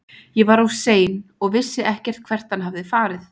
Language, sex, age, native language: Icelandic, female, 20-29, Icelandic